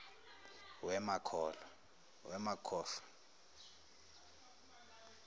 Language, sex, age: Zulu, male, 19